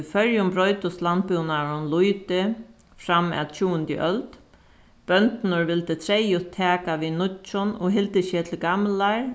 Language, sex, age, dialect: Faroese, female, 36-60, Suðuroy